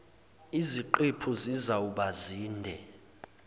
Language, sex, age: Zulu, male, 20